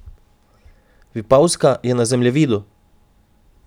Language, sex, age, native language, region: Slovenian, male, 18-29, Slovenian, Drava region